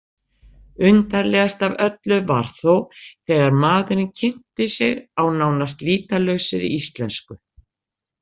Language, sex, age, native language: Icelandic, female, 60-69, Icelandic